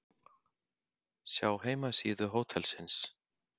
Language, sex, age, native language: Icelandic, male, 50-59, Icelandic